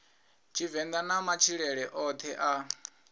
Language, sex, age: Venda, male, 22